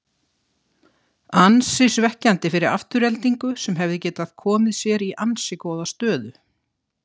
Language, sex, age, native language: Icelandic, female, 60-69, Icelandic